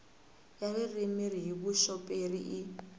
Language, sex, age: Tsonga, female, 18